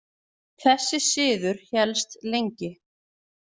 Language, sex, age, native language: Icelandic, female, 40-49, Icelandic